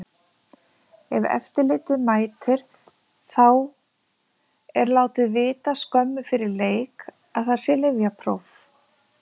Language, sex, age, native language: Icelandic, female, 50-59, Icelandic